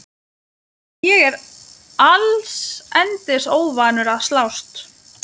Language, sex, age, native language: Icelandic, female, 20-29, Lithuanian